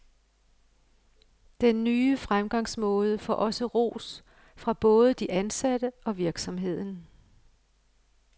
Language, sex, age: Danish, female, 55